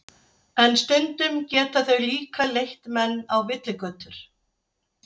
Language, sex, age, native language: Icelandic, female, 60-69, Icelandic